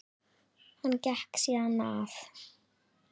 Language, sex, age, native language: Icelandic, female, 10, Icelandic